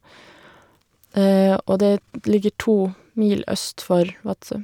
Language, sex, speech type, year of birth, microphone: Norwegian, female, spontaneous, 1991, Shure